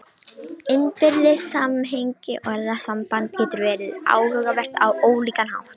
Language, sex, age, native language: Icelandic, female, 18-19, Romanian